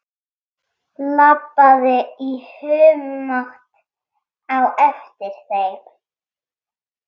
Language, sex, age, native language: Icelandic, female, 13, Icelandic